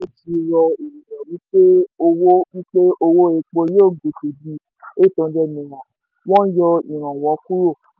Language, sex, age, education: Yoruba, female, 15-29, tertiary